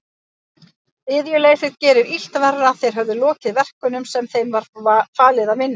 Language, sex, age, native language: Icelandic, female, 50-59, Icelandic